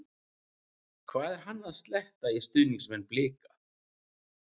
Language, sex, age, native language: Icelandic, male, 40-49, Icelandic